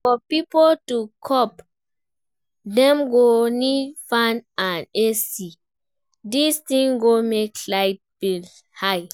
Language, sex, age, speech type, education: Nigerian Pidgin, female, 15-29, read, primary